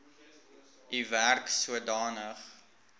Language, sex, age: Afrikaans, male, 19